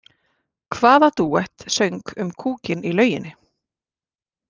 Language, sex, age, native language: Icelandic, female, 40-49, Icelandic